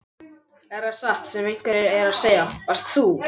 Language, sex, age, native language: Icelandic, male, 11, Icelandic